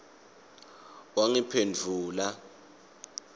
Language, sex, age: Swati, male, 24